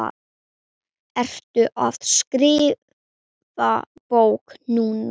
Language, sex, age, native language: Icelandic, male, 8, Icelandic